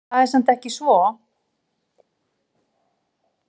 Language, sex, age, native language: Icelandic, female, 40-49, Icelandic